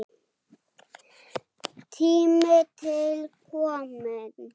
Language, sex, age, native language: Icelandic, male, 7, Icelandic